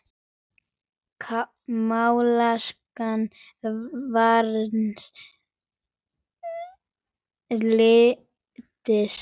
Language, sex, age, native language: Icelandic, male, 10, Icelandic